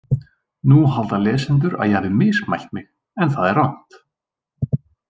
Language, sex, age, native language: Icelandic, male, 20-29, Icelandic